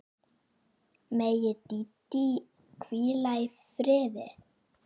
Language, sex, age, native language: Icelandic, female, 9, Icelandic